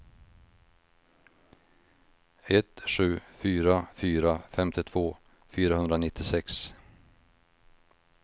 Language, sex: Swedish, male